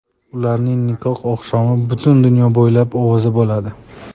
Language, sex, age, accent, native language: Uzbek, male, 19-29, Toshkent shahri, Uzbek